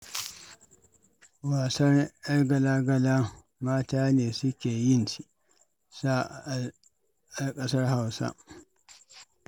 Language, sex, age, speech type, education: Hausa, male, 46-60, read, secondary